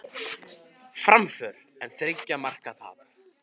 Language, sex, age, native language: Icelandic, male, 50-59, Icelandic